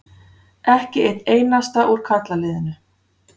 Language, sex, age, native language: Icelandic, female, 40-49, Icelandic